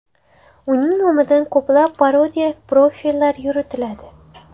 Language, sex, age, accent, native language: Uzbek, female, 18-24, Farg'ona, Uzbek